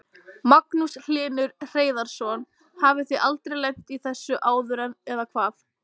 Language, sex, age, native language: Icelandic, female, 20-29, Icelandic